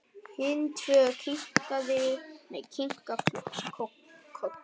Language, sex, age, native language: Icelandic, male, 10, Vietnamese